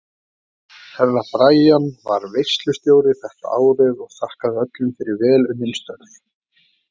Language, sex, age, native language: Icelandic, male, 20-29, Icelandic